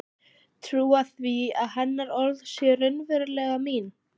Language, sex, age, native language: Icelandic, female, 14, Icelandic